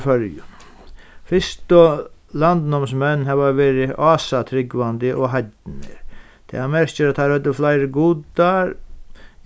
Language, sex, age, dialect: Faroese, male, 36-60, Sandoy